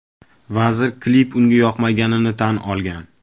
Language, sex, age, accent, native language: Uzbek, male, 18-24, Toshkent viloyati, Uzbek